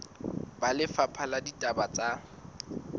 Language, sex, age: Southern Sotho, male, 19